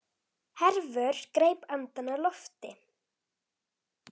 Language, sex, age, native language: Icelandic, female, 9, Icelandic